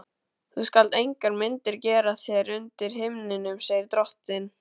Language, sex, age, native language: Icelandic, male, 12, Icelandic